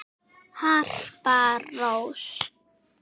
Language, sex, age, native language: Icelandic, female, 6, Icelandic